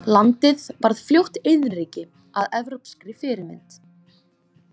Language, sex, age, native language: Icelandic, female, 20-29, Icelandic